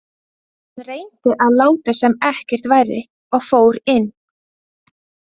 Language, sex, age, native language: Icelandic, female, 20-29, Latvian